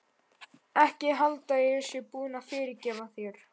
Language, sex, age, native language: Icelandic, male, 11, Icelandic